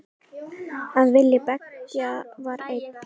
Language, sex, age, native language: Icelandic, male, 10, Icelandic